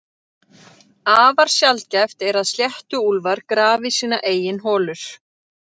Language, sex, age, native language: Icelandic, female, 30-39, Icelandic